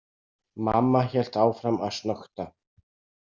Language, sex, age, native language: Icelandic, male, 60-69, Icelandic